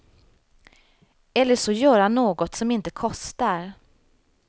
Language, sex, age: Swedish, female, 35